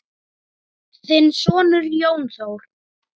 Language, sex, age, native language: Icelandic, male, 9, Icelandic